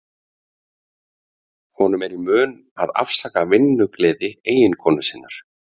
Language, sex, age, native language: Icelandic, male, 50-59, Icelandic